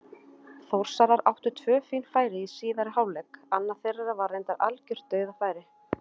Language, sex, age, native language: Icelandic, female, 30-39, Icelandic